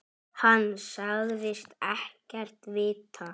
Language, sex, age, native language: Icelandic, male, 10, Icelandic